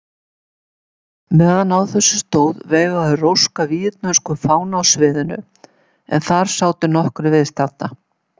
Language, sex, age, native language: Icelandic, female, 70-79, Icelandic